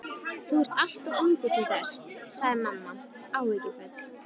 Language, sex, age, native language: Icelandic, female, 13, Icelandic